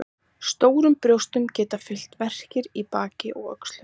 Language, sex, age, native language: Icelandic, female, 30-39, Icelandic